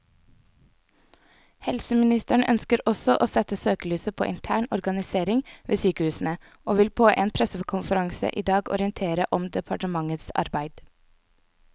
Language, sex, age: Norwegian, female, 24